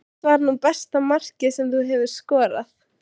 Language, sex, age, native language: Icelandic, female, 16, Icelandic